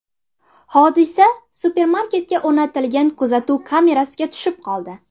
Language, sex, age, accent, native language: Uzbek, female, 18-24, Navoiy, Uzbek